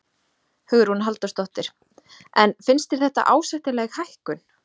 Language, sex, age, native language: Icelandic, female, 30-39, Icelandic